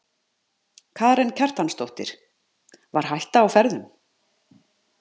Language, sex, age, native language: Icelandic, male, 50-59, Icelandic